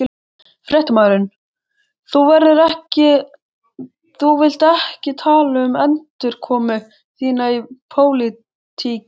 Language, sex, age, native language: Icelandic, male, 13, Icelandic